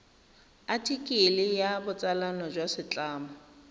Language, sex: Tswana, female